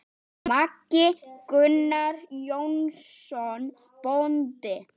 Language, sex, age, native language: Icelandic, female, 9, Icelandic